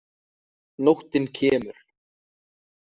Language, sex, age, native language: Icelandic, male, 30-39, Icelandic